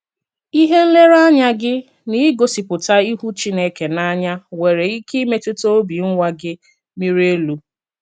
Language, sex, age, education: Igbo, female, 30-45, tertiary